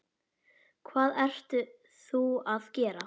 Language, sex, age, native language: Icelandic, female, 9, Icelandic